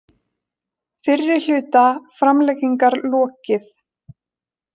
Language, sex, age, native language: Icelandic, female, 20-29, Icelandic